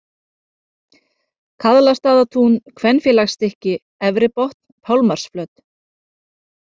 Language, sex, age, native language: Icelandic, female, 30-39, Icelandic